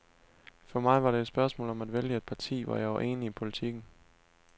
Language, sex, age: Danish, male, 19